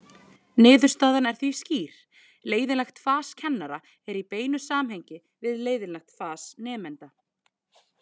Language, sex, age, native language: Icelandic, female, 20-29, Icelandic